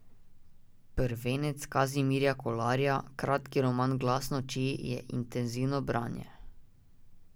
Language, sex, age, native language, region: Slovenian, male, 18-29, Slovenian, Drava region